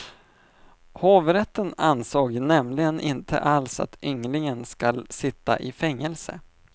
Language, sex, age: Swedish, male, 25